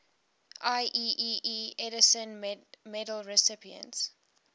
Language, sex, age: English, female, 18